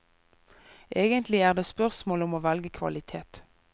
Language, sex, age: Norwegian, female, 24